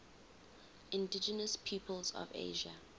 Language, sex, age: English, female, 19